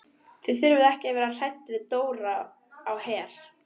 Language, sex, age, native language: Icelandic, female, 11, Icelandic